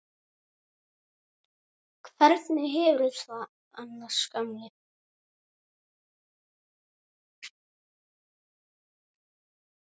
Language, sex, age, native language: Icelandic, male, 9, Icelandic